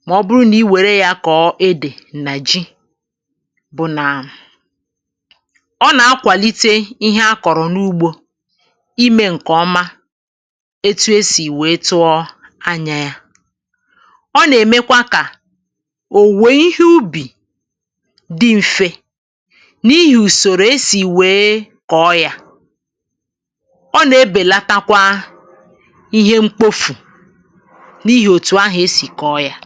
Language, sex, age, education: Igbo, female, 30-45, tertiary